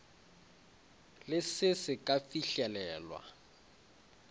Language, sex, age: Northern Sotho, male, 20